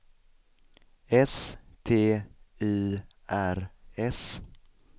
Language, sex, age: Swedish, male, 20